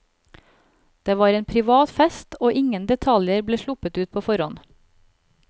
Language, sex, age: Norwegian, female, 36